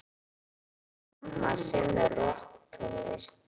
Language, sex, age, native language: Icelandic, female, 11, Icelandic